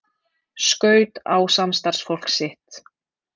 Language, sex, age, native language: Icelandic, female, 30-39, Icelandic